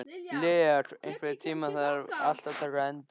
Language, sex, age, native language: Icelandic, male, 13, Icelandic